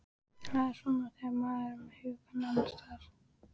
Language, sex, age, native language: Icelandic, female, 14, Icelandic